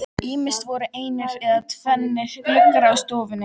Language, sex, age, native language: Icelandic, female, 12, Icelandic